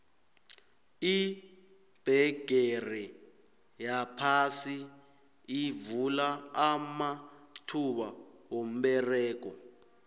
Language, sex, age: South Ndebele, male, 19